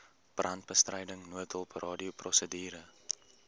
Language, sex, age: Afrikaans, male, 18